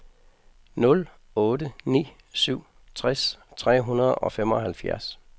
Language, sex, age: Danish, male, 55